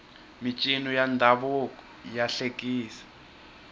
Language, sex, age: Tsonga, male, 21